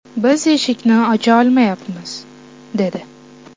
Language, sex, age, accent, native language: Uzbek, female, 18-24, Toshkent shahri, Uzbek